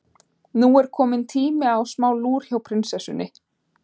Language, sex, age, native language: Icelandic, female, 20-29, Icelandic